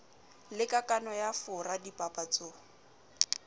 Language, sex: Southern Sotho, female